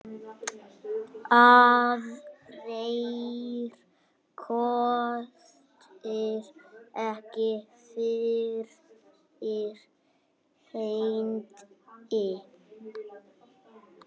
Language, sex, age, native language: Icelandic, female, 6, Icelandic